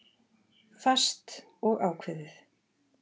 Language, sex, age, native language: Icelandic, female, 40-49, Icelandic